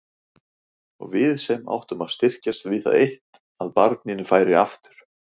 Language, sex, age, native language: Icelandic, male, 40-49, Icelandic